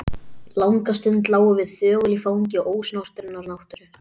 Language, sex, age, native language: Icelandic, male, 12, Icelandic